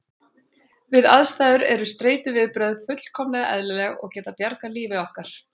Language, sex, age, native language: Icelandic, female, 40-49, Icelandic